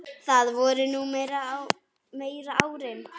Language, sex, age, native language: Icelandic, female, 9, Icelandic